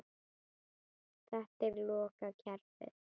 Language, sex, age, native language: Icelandic, female, 10, Icelandic